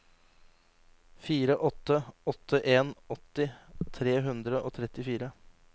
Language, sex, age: Norwegian, male, 26